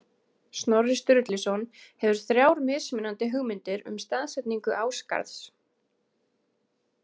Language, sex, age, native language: Icelandic, female, 20-29, Icelandic